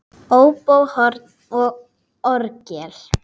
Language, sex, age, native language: Icelandic, female, 8, Icelandic